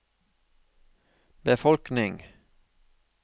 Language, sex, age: Norwegian, male, 36